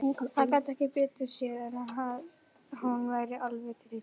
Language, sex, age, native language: Icelandic, female, 40-49, Icelandic